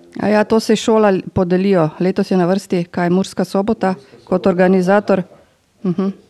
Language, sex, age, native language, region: Slovenian, female, 50-59, Slovenian, Drava region